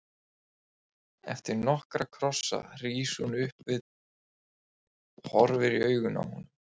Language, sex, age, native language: Icelandic, male, 20-29, Icelandic